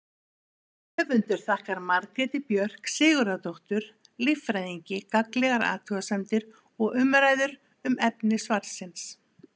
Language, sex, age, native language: Icelandic, female, 50-59, Icelandic